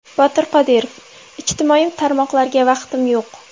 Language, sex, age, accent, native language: Uzbek, female, 18-24, Samarqand, Uzbek